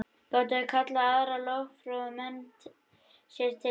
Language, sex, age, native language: Icelandic, male, 21, Icelandic